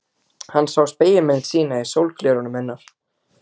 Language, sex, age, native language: Icelandic, male, 12, Icelandic